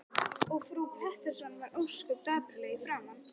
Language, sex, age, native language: Icelandic, female, 11, Icelandic